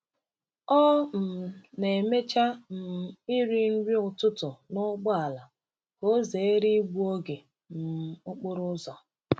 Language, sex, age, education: Igbo, female, 30-45, tertiary